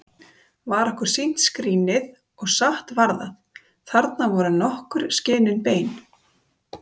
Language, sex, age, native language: Icelandic, female, 30-39, Icelandic